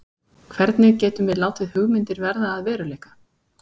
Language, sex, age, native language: Icelandic, female, 30-39, Icelandic